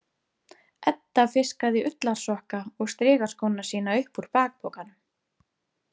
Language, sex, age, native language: Icelandic, female, 30-39, Icelandic